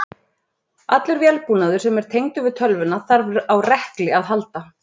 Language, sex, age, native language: Icelandic, female, 30-39, Icelandic